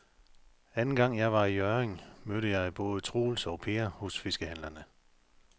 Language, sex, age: Danish, male, 45